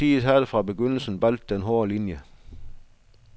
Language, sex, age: Danish, male, 62